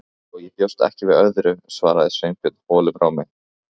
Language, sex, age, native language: Icelandic, male, 15, Icelandic